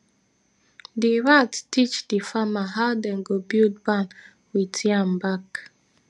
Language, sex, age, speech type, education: Nigerian Pidgin, female, 30-45, spontaneous, tertiary